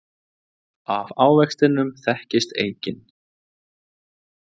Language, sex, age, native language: Icelandic, male, 20-29, Icelandic